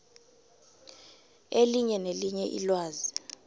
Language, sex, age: South Ndebele, female, 26